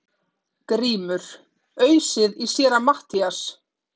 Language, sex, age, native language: Icelandic, female, 30-39, Icelandic